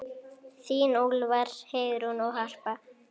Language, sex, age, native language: Icelandic, female, 9, Icelandic